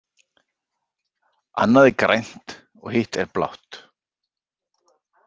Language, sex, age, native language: Icelandic, male, 40-49, Icelandic